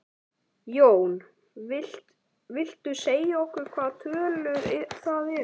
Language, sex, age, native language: Icelandic, male, 11, Icelandic